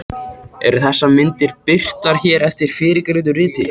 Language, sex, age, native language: Icelandic, male, 14, Icelandic